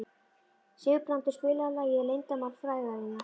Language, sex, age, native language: Icelandic, female, 11, Icelandic